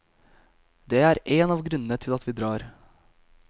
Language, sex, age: Norwegian, male, 22